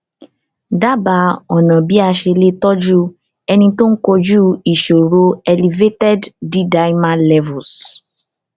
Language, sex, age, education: Yoruba, female, 15-29, tertiary